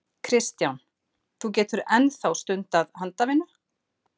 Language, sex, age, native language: Icelandic, female, 50-59, Icelandic